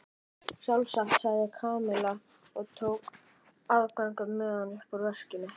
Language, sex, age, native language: Icelandic, male, 11, Icelandic